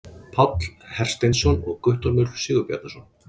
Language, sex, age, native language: Icelandic, male, 40-49, Icelandic